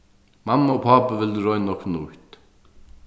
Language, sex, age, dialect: Faroese, male, 36-60, Sandoy